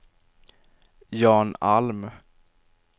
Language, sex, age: Swedish, male, 23